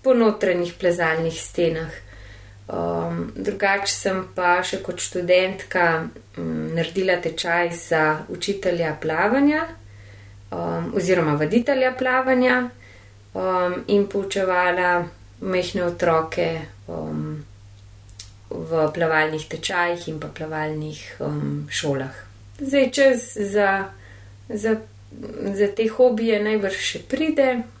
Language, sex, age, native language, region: Slovenian, female, 30-49, Slovenian, Gorenjska region